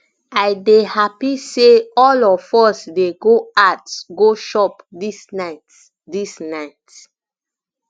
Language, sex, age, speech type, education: Nigerian Pidgin, female, 15-29, spontaneous, tertiary